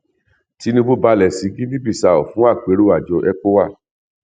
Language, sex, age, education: Yoruba, male, 46-60, tertiary